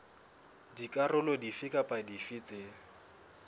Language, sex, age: Southern Sotho, male, 20